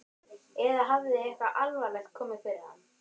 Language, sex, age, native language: Icelandic, male, 12, Icelandic